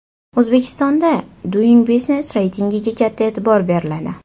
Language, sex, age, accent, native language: Uzbek, female, 18-24, Toshkent shahri, Uzbek